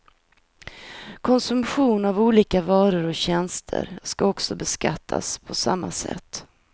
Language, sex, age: Swedish, female, 43